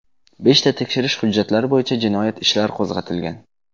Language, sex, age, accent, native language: Uzbek, male, 18-24, Jizzax, Uzbek